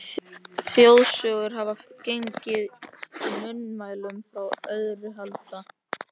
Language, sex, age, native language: Icelandic, male, 13, Icelandic